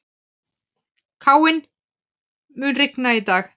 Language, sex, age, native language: Icelandic, male, 12, Icelandic